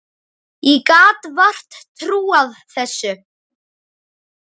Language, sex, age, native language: Icelandic, male, 9, Icelandic